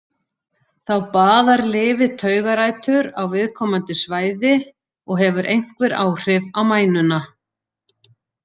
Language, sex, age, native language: Icelandic, female, 40-49, Icelandic